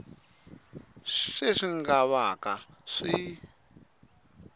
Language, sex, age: Tsonga, male, 22